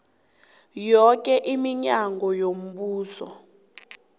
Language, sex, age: South Ndebele, female, 26